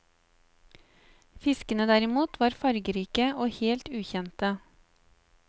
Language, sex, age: Norwegian, female, 35